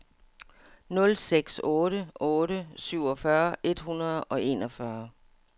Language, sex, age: Danish, female, 57